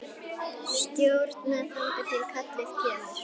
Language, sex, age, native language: Icelandic, female, 10, Icelandic